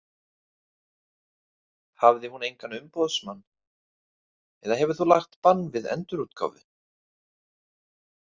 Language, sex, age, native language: Icelandic, male, 30-39, Icelandic